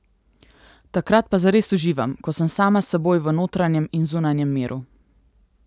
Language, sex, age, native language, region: Slovenian, female, 18-29, Slovenian, Central Slovenia